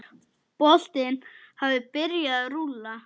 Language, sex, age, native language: Icelandic, male, 9, Icelandic